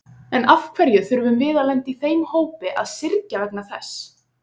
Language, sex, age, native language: Icelandic, female, 20-29, Icelandic